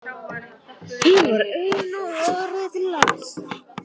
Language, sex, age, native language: Icelandic, male, 18-19, Vietnamese